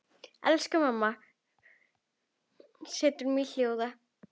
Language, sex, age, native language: Icelandic, female, 10, Icelandic